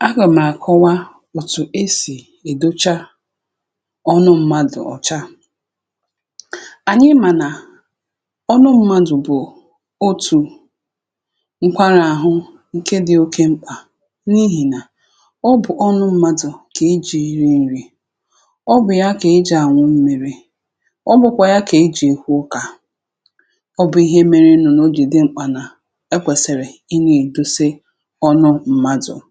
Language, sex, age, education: Igbo, female, 30-45, tertiary